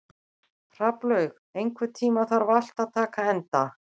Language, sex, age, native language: Icelandic, female, 60-69, Icelandic